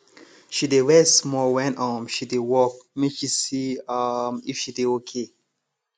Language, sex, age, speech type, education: Nigerian Pidgin, male, 30-45, spontaneous, tertiary